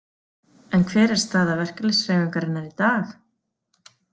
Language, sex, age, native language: Icelandic, female, 40-49, Icelandic